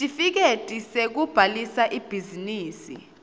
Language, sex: Swati, female